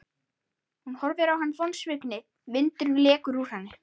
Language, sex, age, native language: Icelandic, male, 13, Icelandic